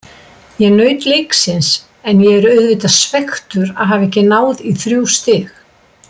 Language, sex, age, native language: Icelandic, female, 60-69, Icelandic